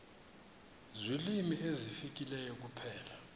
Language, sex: Xhosa, male